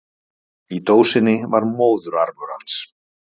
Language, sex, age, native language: Icelandic, male, 50-59, Icelandic